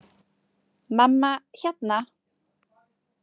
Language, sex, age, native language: Icelandic, female, 40-49, Icelandic